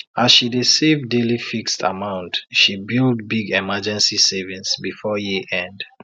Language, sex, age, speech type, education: Nigerian Pidgin, male, 30-45, spontaneous, tertiary